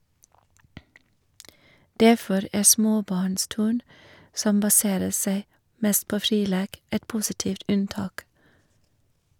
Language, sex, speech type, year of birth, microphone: Norwegian, female, read, 1961, Shure